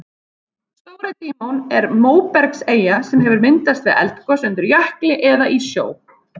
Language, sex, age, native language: Icelandic, female, 30-39, Icelandic